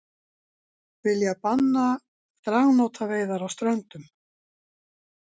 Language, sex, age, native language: Icelandic, female, 60-69, Icelandic